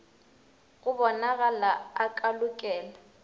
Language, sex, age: Northern Sotho, female, 23